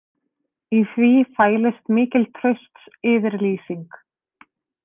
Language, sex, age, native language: Icelandic, female, 30-39, Icelandic